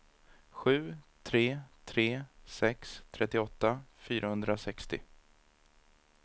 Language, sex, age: Swedish, male, 30